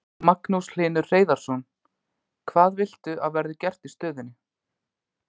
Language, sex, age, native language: Icelandic, male, 20-29, Icelandic